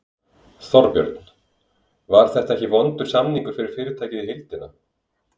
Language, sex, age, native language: Icelandic, male, 20-29, Icelandic